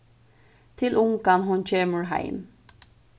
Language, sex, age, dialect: Faroese, female, 15-35, Suðurstreymoy